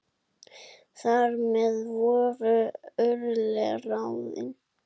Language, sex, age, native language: Icelandic, female, 7, Icelandic